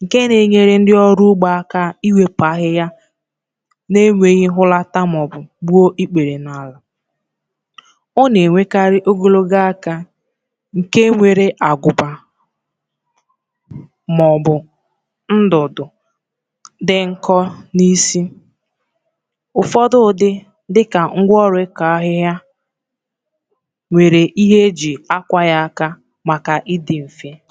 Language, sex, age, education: Igbo, female, 15-29, tertiary